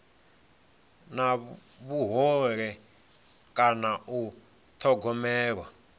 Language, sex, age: Venda, male, 26